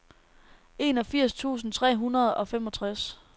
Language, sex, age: Danish, female, 19